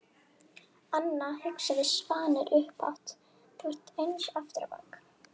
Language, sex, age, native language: Icelandic, female, 11, Icelandic